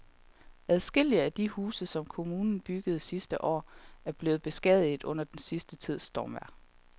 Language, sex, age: Danish, female, 31